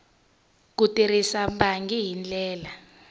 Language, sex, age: Tsonga, female, 20